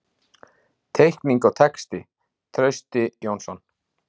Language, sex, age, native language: Icelandic, male, 40-49, Icelandic